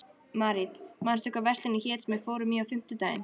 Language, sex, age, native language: Icelandic, female, 13, Icelandic